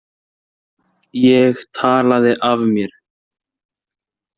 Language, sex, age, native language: Icelandic, male, 20-29, Icelandic